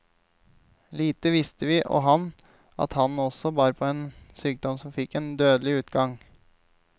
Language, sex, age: Norwegian, male, 28